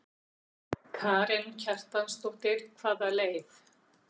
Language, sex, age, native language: Icelandic, female, 60-69, Icelandic